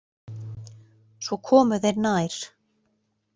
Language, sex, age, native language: Icelandic, female, 40-49, Icelandic